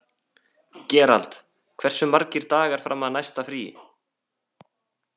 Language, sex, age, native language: Icelandic, male, 18-19, Icelandic